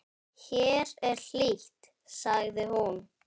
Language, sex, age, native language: Icelandic, female, 10, Icelandic